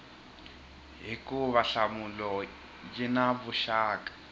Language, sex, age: Tsonga, male, 21